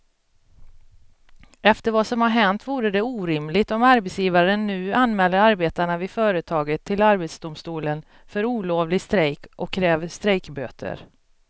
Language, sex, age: Swedish, female, 42